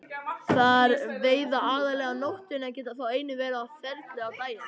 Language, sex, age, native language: Icelandic, male, 18-19, Icelandic